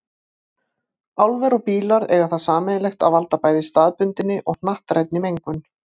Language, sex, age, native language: Icelandic, female, 50-59, Icelandic